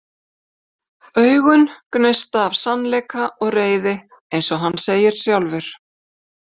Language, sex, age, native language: Icelandic, female, 50-59, Icelandic